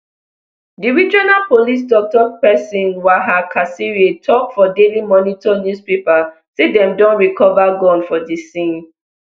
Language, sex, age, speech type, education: Nigerian Pidgin, female, 15-29, spontaneous, tertiary